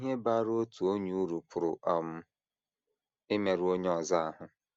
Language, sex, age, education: Igbo, male, 30-45, secondary